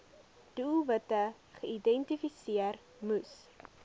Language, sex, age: Afrikaans, female, 20